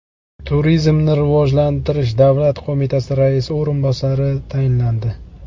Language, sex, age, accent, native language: Uzbek, male, 25-34, Jizzax, Uzbek